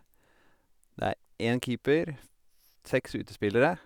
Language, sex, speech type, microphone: Norwegian, male, spontaneous, Sennheiser